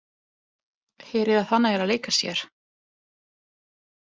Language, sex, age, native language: Icelandic, female, 20-29, Italian